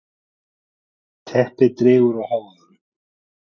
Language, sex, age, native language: Icelandic, male, 40-49, Icelandic